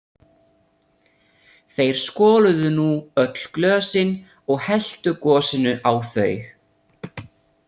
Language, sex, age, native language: Icelandic, male, 30-39, Italian